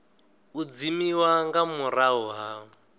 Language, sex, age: Venda, male, 19